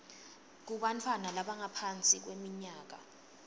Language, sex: Swati, female